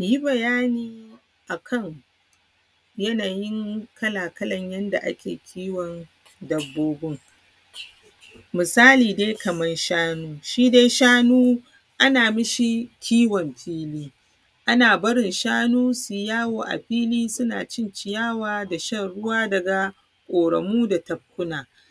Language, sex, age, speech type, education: Hausa, female, 30-45, spontaneous, primary